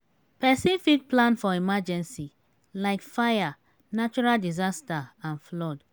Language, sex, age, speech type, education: Nigerian Pidgin, female, 30-45, spontaneous, tertiary